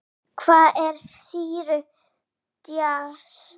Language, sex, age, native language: Icelandic, female, 8, Icelandic